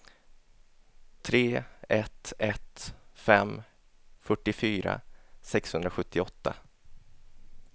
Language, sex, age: Swedish, male, 27